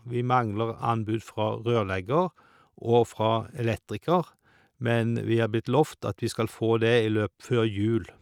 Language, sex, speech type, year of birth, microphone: Norwegian, male, spontaneous, 1951, Shure